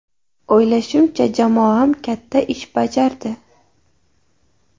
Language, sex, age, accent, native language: Uzbek, female, 19-29, Jizzax, Uzbek